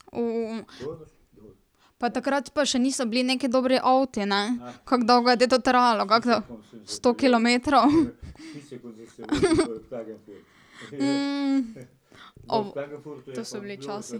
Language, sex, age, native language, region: Slovenian, female, 18-29, Slovenian, Drava region